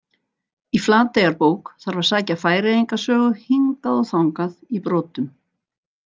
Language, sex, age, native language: Icelandic, female, 60-69, Icelandic